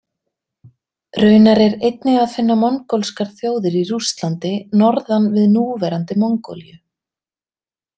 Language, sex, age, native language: Icelandic, female, 30-39, Icelandic